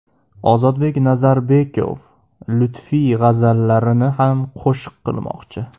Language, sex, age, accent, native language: Uzbek, male, 18-24, Andijon, Uzbek